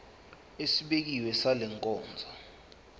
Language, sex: Zulu, male